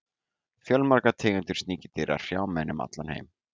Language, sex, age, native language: Icelandic, male, 18-19, Icelandic